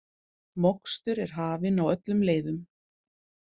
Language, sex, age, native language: Icelandic, female, 40-49, Icelandic